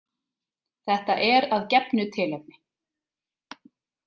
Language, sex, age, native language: Icelandic, female, 30-39, Icelandic